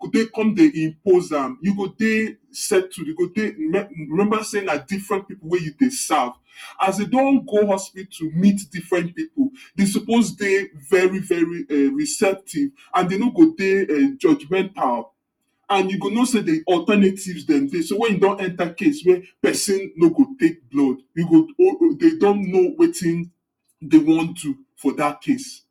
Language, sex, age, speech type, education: Nigerian Pidgin, male, 46-60, spontaneous, tertiary